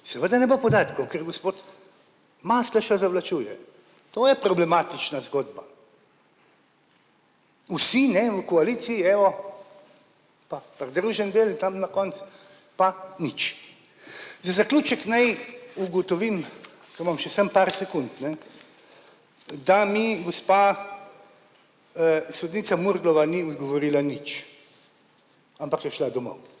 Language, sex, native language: Slovenian, male, Slovenian